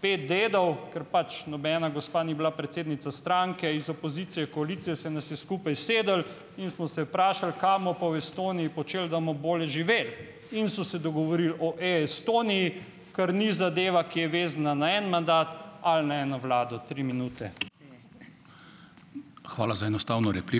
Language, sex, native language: Slovenian, male, Slovenian